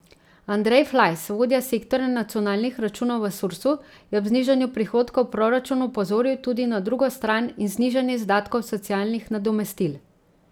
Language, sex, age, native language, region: Slovenian, female, 30-49, Slovenian, Central Slovenia